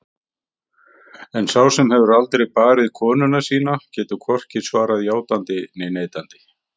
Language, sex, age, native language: Icelandic, male, 50-59, Icelandic